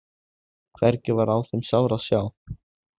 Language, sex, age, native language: Icelandic, male, 16, Icelandic